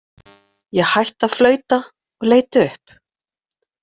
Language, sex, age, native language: Icelandic, female, 40-49, Icelandic